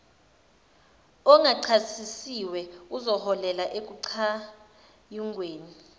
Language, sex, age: Zulu, female, 21